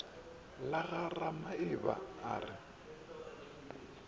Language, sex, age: Northern Sotho, male, 24